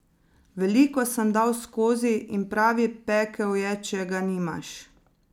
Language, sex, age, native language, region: Slovenian, female, 30-49, Slovenian, Zasavska region